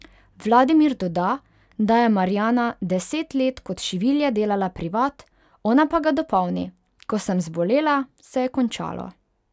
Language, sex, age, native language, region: Slovenian, female, 18-29, Hungarian, Pomurje region